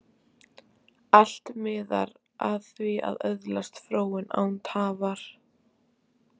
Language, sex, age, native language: Icelandic, female, 14, Icelandic